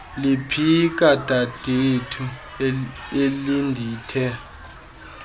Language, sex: Xhosa, male